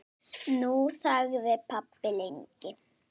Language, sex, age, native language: Icelandic, female, 9, Icelandic